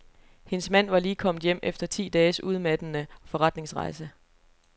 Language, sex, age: Danish, female, 29